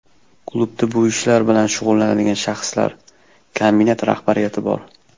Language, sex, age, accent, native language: Uzbek, male, 19-29, Toshkent shahri, Uzbek